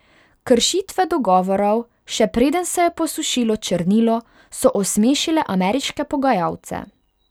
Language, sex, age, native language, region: Slovenian, female, 18-29, Hungarian, Pomurje region